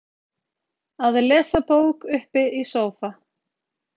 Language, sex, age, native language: Icelandic, female, 30-39, Icelandic